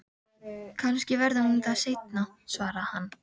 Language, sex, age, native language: Icelandic, female, 12, Icelandic